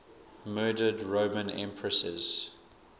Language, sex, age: English, male, 24